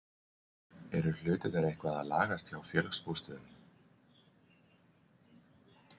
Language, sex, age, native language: Icelandic, male, 40-49, Icelandic